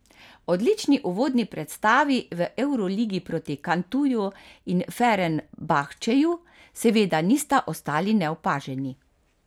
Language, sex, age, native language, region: Slovenian, female, 50-59, Slovenian, Carinthia region